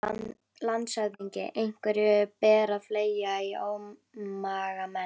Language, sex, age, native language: Icelandic, female, 11, Icelandic